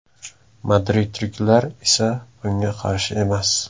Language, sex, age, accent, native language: Uzbek, male, 18-24, Samarqand, Uzbek